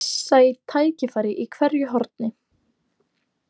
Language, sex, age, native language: Icelandic, female, 18-19, Icelandic